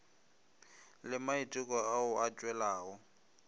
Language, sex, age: Northern Sotho, male, 25